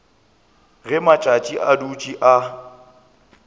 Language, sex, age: Northern Sotho, male, 24